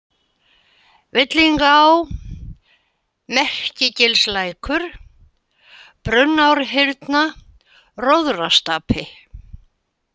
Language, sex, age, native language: Icelandic, female, 80-89, Icelandic